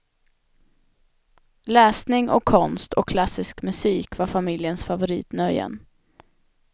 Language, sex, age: Swedish, female, 25